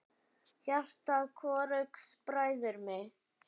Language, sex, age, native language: Icelandic, male, 7, Icelandic